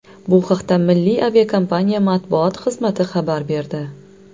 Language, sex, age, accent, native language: Uzbek, female, 25-34, Navoiy, Uzbek